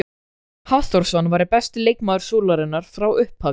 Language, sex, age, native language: Icelandic, male, 13, Icelandic